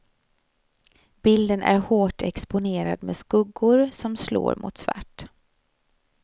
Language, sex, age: Swedish, female, 35